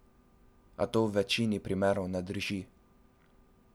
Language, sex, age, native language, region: Slovenian, male, 12-17, Slovenian, Drava region